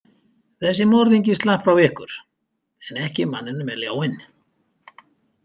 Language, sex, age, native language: Icelandic, male, 50-59, Icelandic